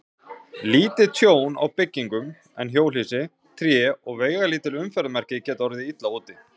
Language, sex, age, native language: Icelandic, male, 40-49, Icelandic